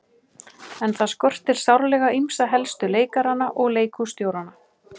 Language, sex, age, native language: Icelandic, male, 12, Icelandic